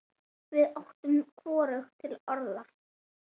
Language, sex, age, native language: Icelandic, female, 9, Icelandic